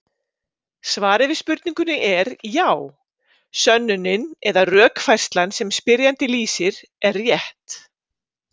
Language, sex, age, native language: Icelandic, female, 50-59, Icelandic